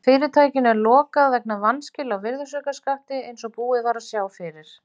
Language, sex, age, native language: Icelandic, female, 40-49, Icelandic